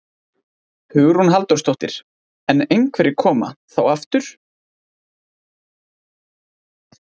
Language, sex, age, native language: Icelandic, male, 20-29, Icelandic